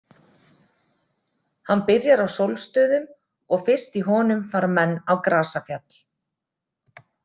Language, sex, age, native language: Icelandic, female, 40-49, Icelandic